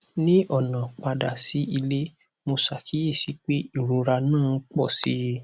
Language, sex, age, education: Yoruba, male, 15-29, tertiary